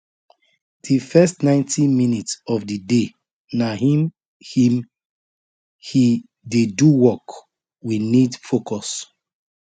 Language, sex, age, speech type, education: Nigerian Pidgin, male, 30-45, spontaneous, tertiary